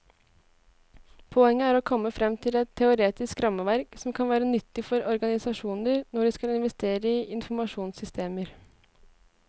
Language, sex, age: Norwegian, female, 18